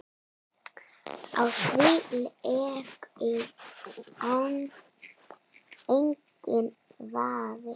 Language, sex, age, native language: Icelandic, female, 9, Icelandic